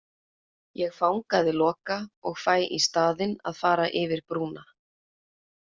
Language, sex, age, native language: Icelandic, female, 20-29, Icelandic